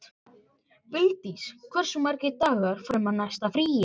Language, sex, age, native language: Icelandic, male, 14, Icelandic